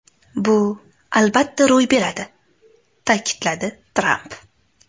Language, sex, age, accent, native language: Uzbek, female, 18-24, Andijon, Uzbek